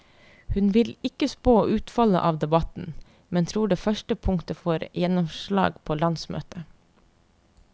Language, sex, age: Norwegian, female, 30